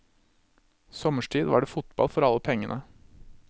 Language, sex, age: Norwegian, male, 26